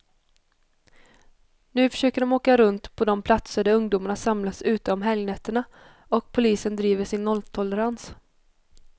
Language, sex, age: Swedish, female, 21